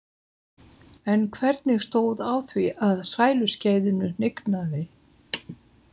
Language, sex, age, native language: Icelandic, female, 70-79, Icelandic